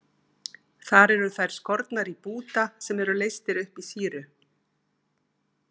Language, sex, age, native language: Icelandic, female, 50-59, Icelandic